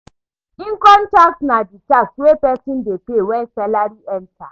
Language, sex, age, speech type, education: Nigerian Pidgin, female, 30-45, read, tertiary